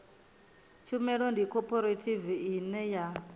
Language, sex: Venda, female